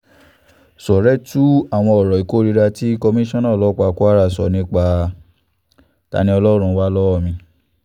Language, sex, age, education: Yoruba, male, 15-29, tertiary